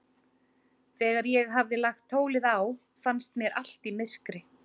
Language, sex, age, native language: Icelandic, female, 30-39, Icelandic